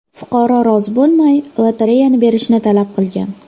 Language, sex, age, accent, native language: Uzbek, female, 12-17, Farg'ona, Uzbek